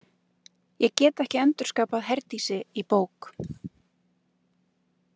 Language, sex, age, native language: Icelandic, female, 30-39, Icelandic